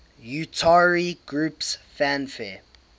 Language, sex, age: English, male, 18